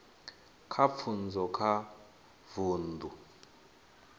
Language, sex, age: Venda, male, 21